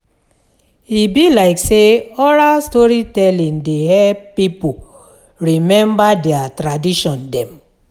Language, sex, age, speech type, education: Nigerian Pidgin, female, 46-60, spontaneous, tertiary